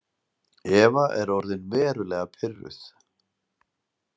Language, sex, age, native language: Icelandic, male, 40-49, Icelandic